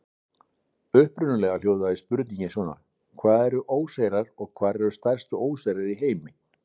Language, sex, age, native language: Icelandic, male, 60-69, Icelandic